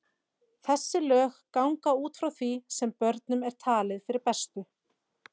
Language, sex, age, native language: Icelandic, female, 40-49, Icelandic